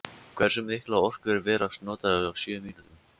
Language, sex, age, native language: Icelandic, male, 14, Icelandic